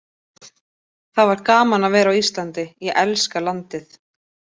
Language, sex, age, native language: Icelandic, female, 20-29, Icelandic